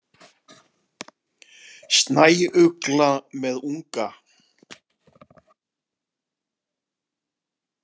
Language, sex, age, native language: Icelandic, male, 50-59, Icelandic